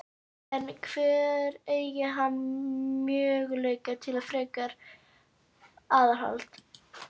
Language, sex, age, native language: Icelandic, female, 12, Icelandic